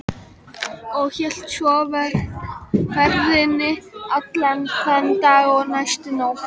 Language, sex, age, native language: Icelandic, female, 12, Icelandic